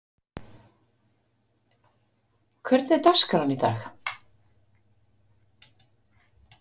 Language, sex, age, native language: Icelandic, female, 50-59, Icelandic